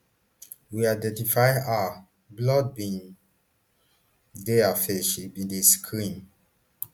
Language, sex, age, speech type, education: Nigerian Pidgin, male, 30-45, spontaneous, tertiary